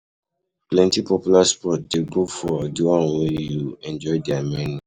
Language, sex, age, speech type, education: Nigerian Pidgin, male, 15-29, spontaneous, tertiary